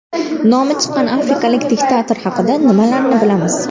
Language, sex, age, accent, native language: Uzbek, female, 19-29, Farg'ona, Uzbek